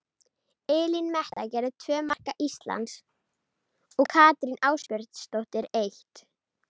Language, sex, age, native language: Icelandic, female, 30-39, Icelandic